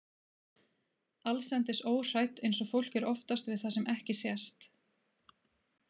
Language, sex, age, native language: Icelandic, female, 30-39, Icelandic